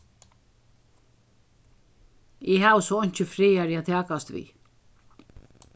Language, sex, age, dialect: Faroese, female, 61+, Suðurstreymoy